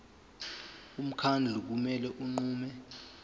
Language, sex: Zulu, male